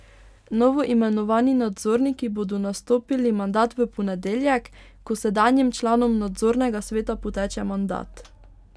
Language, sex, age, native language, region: Slovenian, female, 18-29, Slovenian, Pomurje region